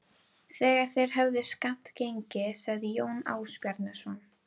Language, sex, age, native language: Icelandic, female, 12, Icelandic